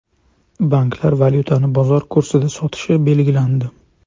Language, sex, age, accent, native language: Uzbek, male, 25-34, Farg'ona, Uzbek